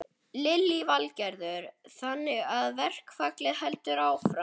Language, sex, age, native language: Icelandic, male, 11, Icelandic